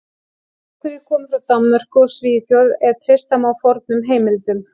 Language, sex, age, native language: Icelandic, female, 18-19, Icelandic